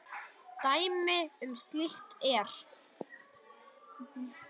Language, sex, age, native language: Icelandic, male, 10, Icelandic